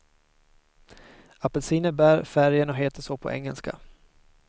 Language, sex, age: Swedish, male, 22